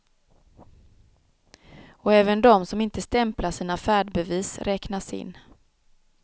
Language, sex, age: Swedish, female, 36